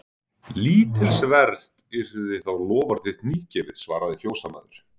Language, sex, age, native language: Icelandic, male, 40-49, Icelandic